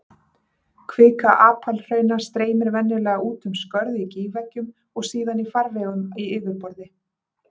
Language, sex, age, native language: Icelandic, female, 30-39, Icelandic